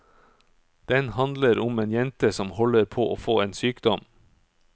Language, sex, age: Norwegian, male, 44